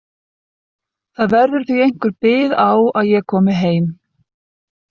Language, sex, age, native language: Icelandic, female, 60-69, Icelandic